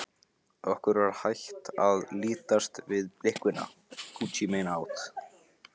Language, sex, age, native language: Icelandic, male, 15, Icelandic